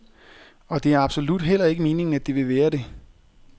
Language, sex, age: Danish, male, 30